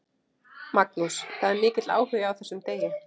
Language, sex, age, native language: Icelandic, female, 30-39, Icelandic